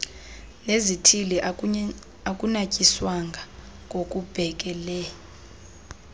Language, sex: Xhosa, female